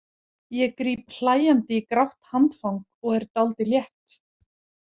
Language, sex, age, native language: Icelandic, female, 40-49, Icelandic